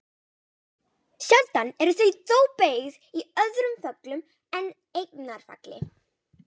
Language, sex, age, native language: Icelandic, female, 18-19, Icelandic